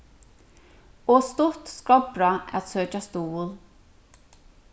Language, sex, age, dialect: Faroese, female, 36-60, Suðurstreymoy